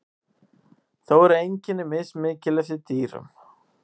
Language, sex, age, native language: Icelandic, male, 18-19, Icelandic